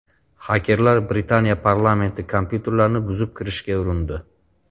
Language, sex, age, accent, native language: Uzbek, male, 35+, Farg'ona, Uzbek